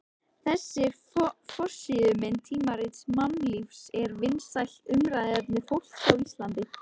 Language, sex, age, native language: Icelandic, female, 13, Icelandic